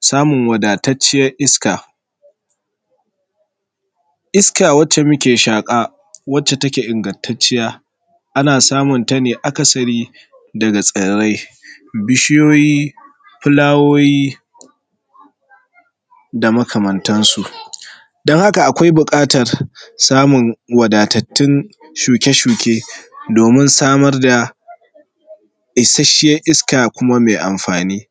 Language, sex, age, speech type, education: Hausa, male, 15-29, spontaneous, tertiary